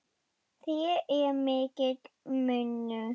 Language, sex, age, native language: Icelandic, female, 10, German